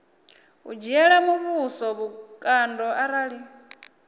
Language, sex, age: Venda, female, 24